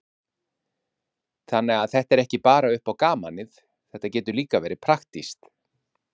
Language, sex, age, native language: Icelandic, male, 50-59, Icelandic